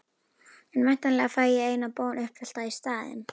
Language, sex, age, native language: Icelandic, female, 11, Icelandic